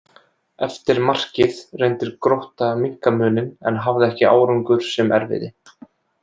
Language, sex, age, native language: Icelandic, male, 20-29, Icelandic